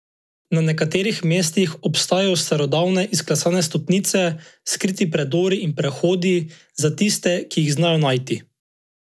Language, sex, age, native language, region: Slovenian, male, 18-29, Slovenian, Drava region